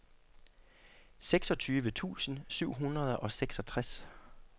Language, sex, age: Danish, male, 40